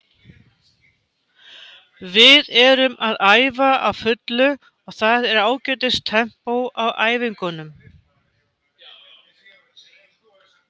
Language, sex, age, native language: Icelandic, female, 50-59, Icelandic